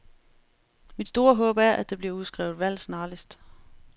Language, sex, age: Danish, female, 35